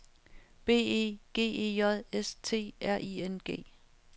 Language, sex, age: Danish, female, 35